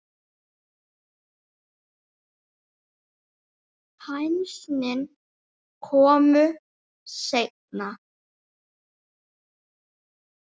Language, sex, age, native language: Icelandic, female, 9, Icelandic